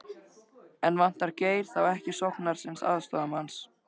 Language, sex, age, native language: Icelandic, male, 13, Icelandic